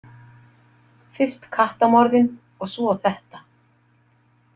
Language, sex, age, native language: Icelandic, female, 50-59, Icelandic